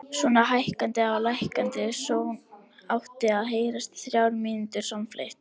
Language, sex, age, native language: Icelandic, female, 70-79, Icelandic